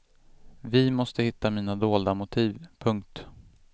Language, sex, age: Swedish, male, 25